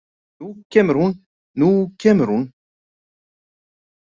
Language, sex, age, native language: Icelandic, male, 50-59, Icelandic